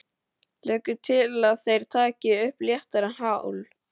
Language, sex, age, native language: Icelandic, male, 12, Icelandic